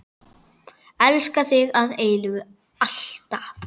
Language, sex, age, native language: Icelandic, male, 9, Icelandic